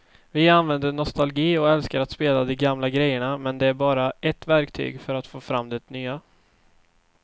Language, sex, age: Swedish, male, 24